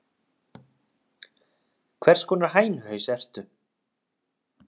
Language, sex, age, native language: Icelandic, male, 30-39, Icelandic